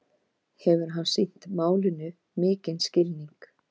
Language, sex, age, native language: Icelandic, female, 50-59, Icelandic